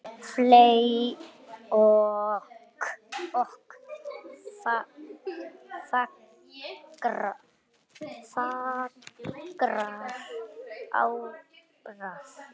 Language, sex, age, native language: Icelandic, male, 9, Icelandic